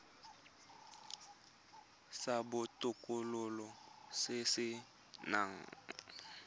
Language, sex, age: Tswana, male, 20